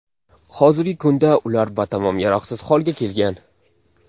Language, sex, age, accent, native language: Uzbek, male, 19-29, Namangan, Uzbek